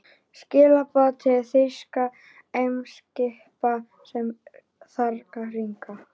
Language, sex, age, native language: Icelandic, female, 12, Icelandic